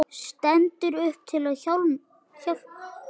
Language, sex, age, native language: Icelandic, male, 7, Icelandic